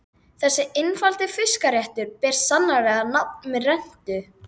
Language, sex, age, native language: Icelandic, female, 12, Icelandic